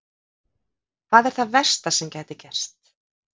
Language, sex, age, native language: Icelandic, female, 50-59, Icelandic